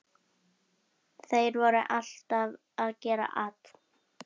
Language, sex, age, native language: Icelandic, female, 11, Icelandic